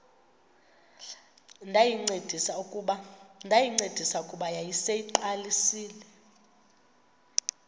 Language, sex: Xhosa, female